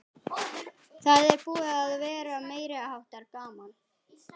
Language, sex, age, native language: Icelandic, female, 11, Icelandic